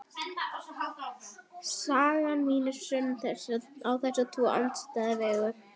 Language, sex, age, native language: Icelandic, female, 12, Icelandic